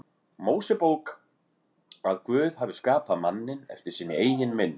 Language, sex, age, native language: Icelandic, male, 40-49, Icelandic